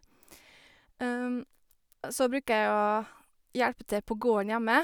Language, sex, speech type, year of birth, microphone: Norwegian, female, spontaneous, 1986, Sennheiser